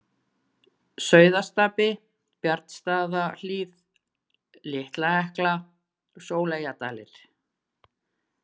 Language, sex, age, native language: Icelandic, female, 40-49, Icelandic